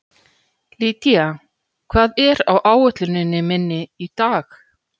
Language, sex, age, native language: Icelandic, female, 40-49, Icelandic